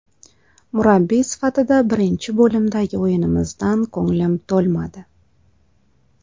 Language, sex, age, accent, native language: Uzbek, female, 35+, Toshkent viloyati, Uzbek